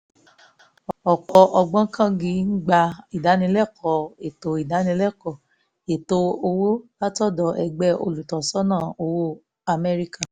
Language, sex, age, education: Yoruba, female, 15-29, tertiary